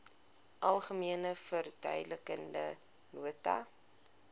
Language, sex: Afrikaans, female